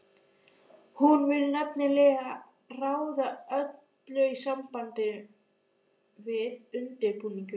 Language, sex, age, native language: Icelandic, female, 12, Icelandic